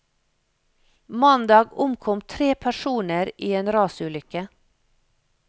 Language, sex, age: Norwegian, female, 56